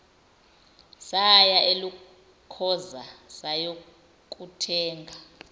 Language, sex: Zulu, female